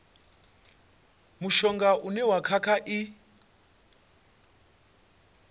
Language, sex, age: Venda, male, 28